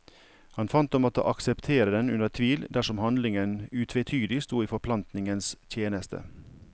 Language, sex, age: Norwegian, male, 55